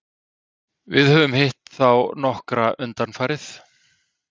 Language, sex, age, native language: Icelandic, male, 30-39, Icelandic